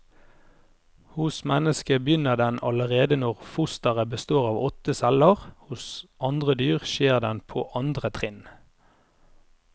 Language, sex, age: Norwegian, male, 30